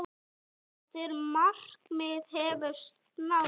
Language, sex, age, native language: Icelandic, female, 9, Icelandic